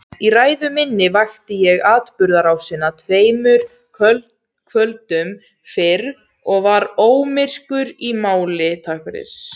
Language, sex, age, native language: Icelandic, female, 17, Icelandic